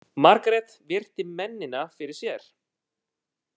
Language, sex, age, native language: Icelandic, male, 30-39, Italian